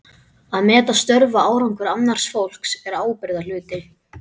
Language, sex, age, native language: Icelandic, male, 12, Icelandic